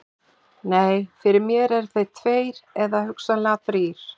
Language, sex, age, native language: Icelandic, male, 11, Icelandic